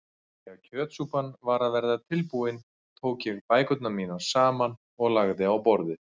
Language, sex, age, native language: Icelandic, male, 40-49, Icelandic